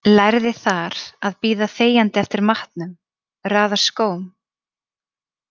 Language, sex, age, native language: Icelandic, female, 30-39, Icelandic